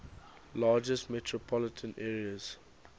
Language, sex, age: English, male, 19